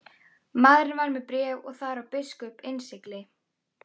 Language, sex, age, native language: Icelandic, female, 12, Icelandic